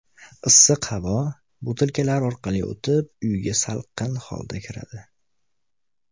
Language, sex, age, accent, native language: Uzbek, male, 19-29, Namangan, Uzbek